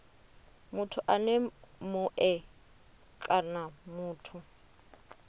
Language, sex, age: Venda, female, 30